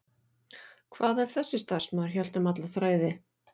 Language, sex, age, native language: Icelandic, female, 40-49, Icelandic